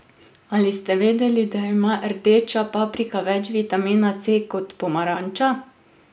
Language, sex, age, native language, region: Slovenian, female, 30-49, Slovenian, Drava region